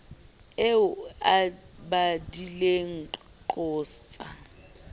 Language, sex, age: Southern Sotho, female, 29